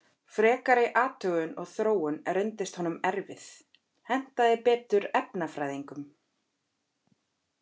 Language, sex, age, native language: Icelandic, female, 30-39, Icelandic